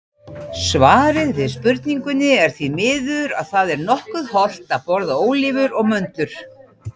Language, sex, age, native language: Icelandic, female, 40-49, Icelandic